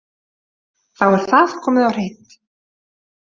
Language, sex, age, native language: Icelandic, female, 30-39, Icelandic